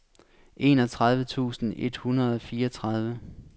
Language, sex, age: Danish, male, 26